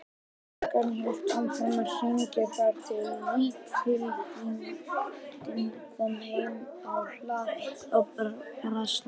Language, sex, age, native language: Icelandic, female, 50-59, Icelandic